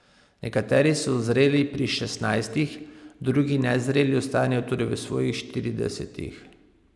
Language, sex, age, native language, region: Slovenian, male, 30-49, Slovenian, Pomurje region